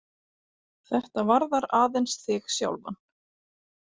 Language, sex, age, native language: Icelandic, female, 40-49, Icelandic